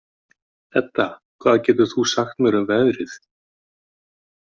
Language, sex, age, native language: Icelandic, male, 50-59, Icelandic